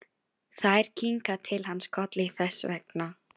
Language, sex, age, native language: Icelandic, female, 16, Filipino